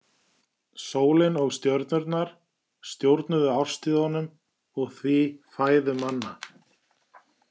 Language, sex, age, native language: Icelandic, male, 40-49, Icelandic